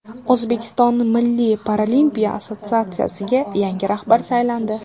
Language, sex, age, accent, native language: Uzbek, female, 18-24, Jizzax, Uzbek